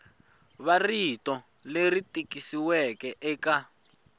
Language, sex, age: Tsonga, male, 21